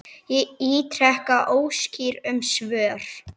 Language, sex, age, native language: Icelandic, female, 10, Icelandic